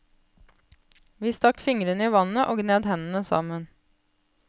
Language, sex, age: Norwegian, female, 28